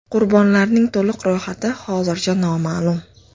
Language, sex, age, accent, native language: Uzbek, female, 25-34, Andijon, Uzbek